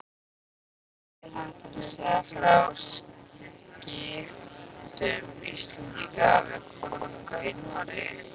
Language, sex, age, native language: Icelandic, female, 15, Icelandic